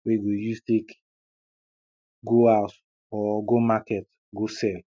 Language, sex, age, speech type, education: Nigerian Pidgin, male, 15-29, spontaneous, primary